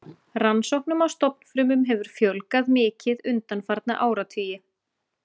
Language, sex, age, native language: Icelandic, female, 30-39, Icelandic